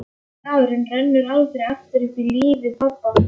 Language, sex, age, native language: Icelandic, male, 11, Icelandic